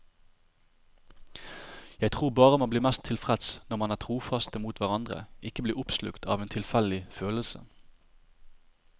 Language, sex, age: Norwegian, male, 30